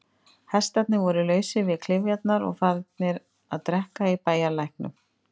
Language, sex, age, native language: Icelandic, female, 50-59, Icelandic